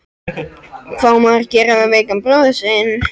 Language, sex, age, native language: Icelandic, other, 13, Icelandic